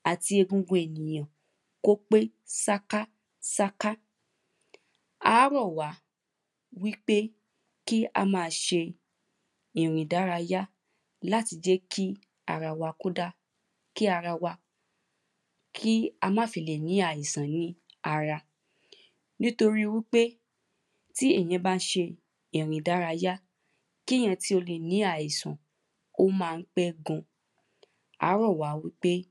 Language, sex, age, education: Yoruba, female, 15-29, primary